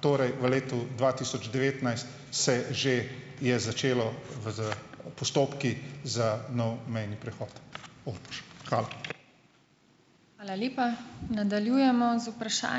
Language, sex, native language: Slovenian, male, Slovenian